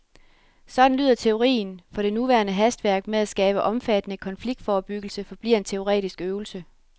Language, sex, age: Danish, female, 33